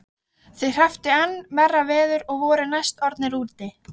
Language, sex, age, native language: Icelandic, female, 13, Icelandic